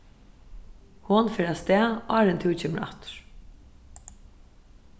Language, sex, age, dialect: Faroese, female, 15-35, Suðurstreymoy